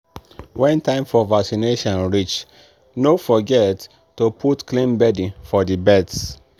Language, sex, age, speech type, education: Nigerian Pidgin, male, 15-29, spontaneous, tertiary